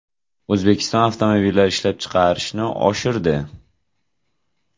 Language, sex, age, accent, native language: Uzbek, male, 18-24, Jizzax, Uzbek